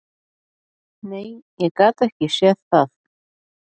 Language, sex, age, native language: Icelandic, female, 40-49, Icelandic